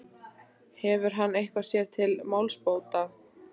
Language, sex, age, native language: Icelandic, female, 14, Icelandic